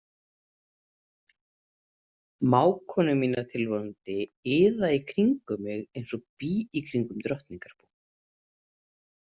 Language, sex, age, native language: Icelandic, female, 30-39, Icelandic